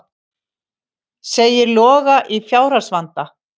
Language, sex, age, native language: Icelandic, female, 50-59, Icelandic